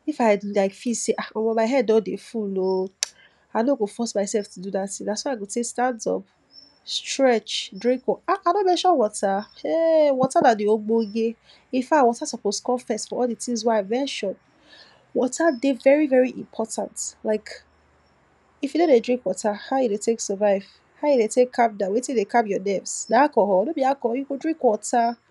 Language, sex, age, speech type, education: Nigerian Pidgin, female, 46-60, spontaneous, tertiary